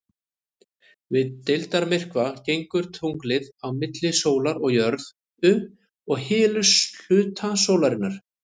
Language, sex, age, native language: Icelandic, male, 30-39, Icelandic